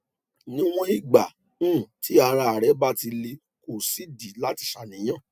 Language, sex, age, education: Yoruba, male, 30-45, tertiary